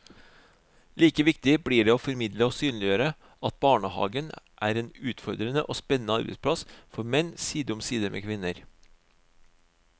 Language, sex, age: Norwegian, male, 36